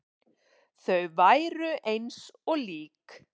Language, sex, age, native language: Icelandic, female, 40-49, Icelandic